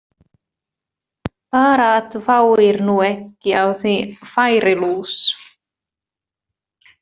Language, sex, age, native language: Icelandic, female, 30-39, Finnish